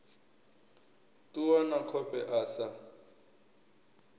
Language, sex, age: Venda, male, 23